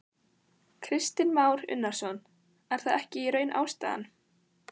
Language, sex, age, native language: Icelandic, female, 15, Icelandic